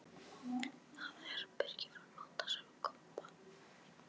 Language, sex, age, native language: Icelandic, male, 18-19, Icelandic